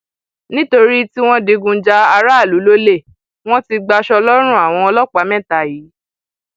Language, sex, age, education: Yoruba, female, 15-29, tertiary